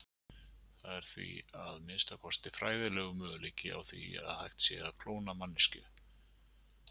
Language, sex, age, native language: Icelandic, male, 50-59, Icelandic